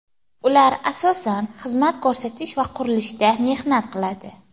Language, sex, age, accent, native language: Uzbek, female, 18-24, Toshkent viloyati, Uzbek